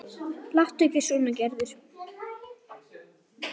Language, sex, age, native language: Icelandic, female, 8, Icelandic